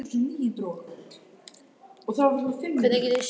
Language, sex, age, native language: Icelandic, male, 14, Icelandic